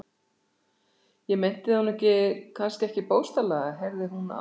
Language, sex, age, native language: Icelandic, female, 60-69, Icelandic